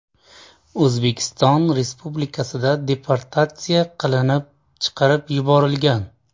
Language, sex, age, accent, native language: Uzbek, male, 25-34, Toshkent shahri, Uzbek